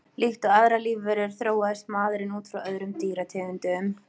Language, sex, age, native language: Icelandic, female, 20-29, Icelandic